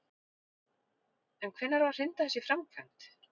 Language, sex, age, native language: Icelandic, female, 40-49, Icelandic